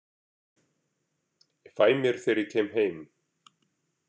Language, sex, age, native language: Icelandic, male, 40-49, Icelandic